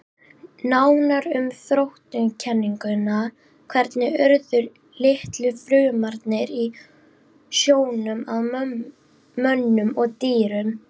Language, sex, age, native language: Icelandic, female, 18-19, Icelandic